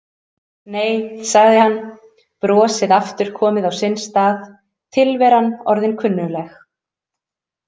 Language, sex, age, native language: Icelandic, female, 30-39, Icelandic